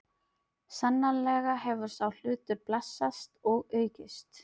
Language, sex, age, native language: Icelandic, female, 30-39, Filipino